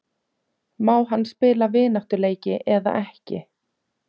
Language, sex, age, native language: Icelandic, female, 30-39, Icelandic